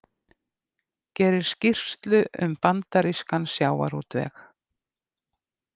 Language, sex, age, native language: Icelandic, female, 50-59, Icelandic